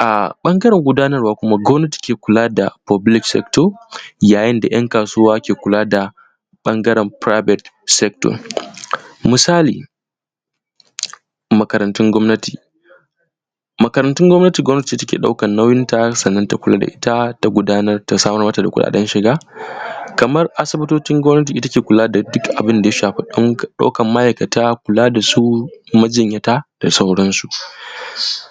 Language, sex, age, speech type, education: Hausa, male, 15-29, spontaneous, tertiary